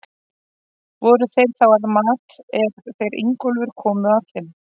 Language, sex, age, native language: Icelandic, female, 30-39, Icelandic